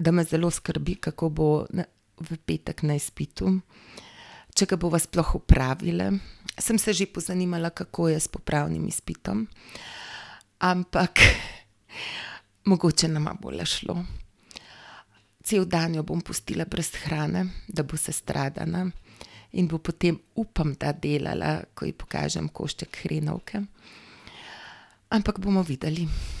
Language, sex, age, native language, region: Slovenian, female, 50-59, Slovenian, Gorenjska region